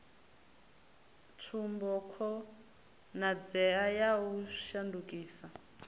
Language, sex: Venda, female